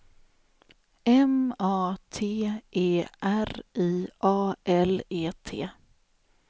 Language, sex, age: Swedish, female, 28